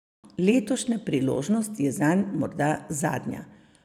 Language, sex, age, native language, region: Slovenian, female, 50-59, Slovenian, Savinja region